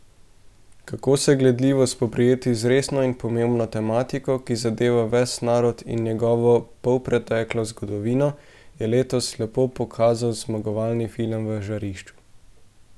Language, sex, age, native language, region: Slovenian, male, 18-29, Slovenian, Central Slovenia